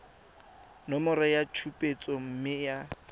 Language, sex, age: Tswana, male, 20